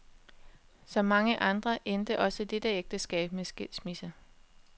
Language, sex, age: Danish, female, 21